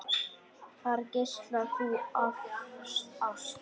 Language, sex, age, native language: Icelandic, male, 10, Icelandic